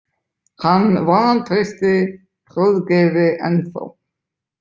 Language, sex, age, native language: Icelandic, male, 20-29, Icelandic